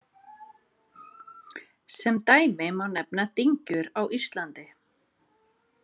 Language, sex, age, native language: Icelandic, female, 30-39, Icelandic